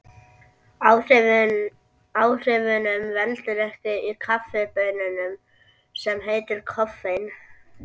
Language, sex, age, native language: Icelandic, male, 11, Icelandic